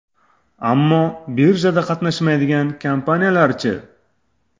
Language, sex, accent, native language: Uzbek, male, Toshkent shahri, Uzbek